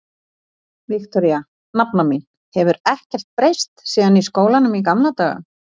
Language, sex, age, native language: Icelandic, female, 40-49, Icelandic